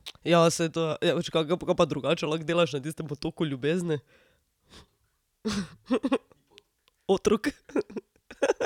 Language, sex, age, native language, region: Slovenian, female, 18-29, Slovenian, Drava region